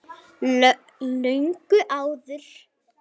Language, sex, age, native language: Icelandic, female, 9, Icelandic